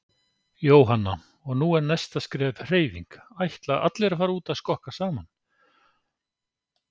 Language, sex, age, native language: Icelandic, male, 60-69, Icelandic